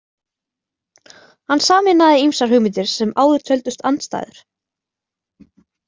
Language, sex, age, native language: Icelandic, female, 20-29, Icelandic